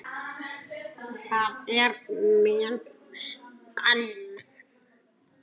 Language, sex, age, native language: Icelandic, male, 9, Icelandic